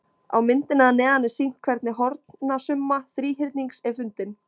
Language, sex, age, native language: Icelandic, female, 20-29, Icelandic